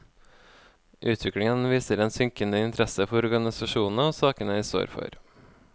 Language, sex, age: Norwegian, male, 24